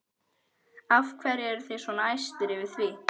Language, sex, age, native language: Icelandic, female, 11, Icelandic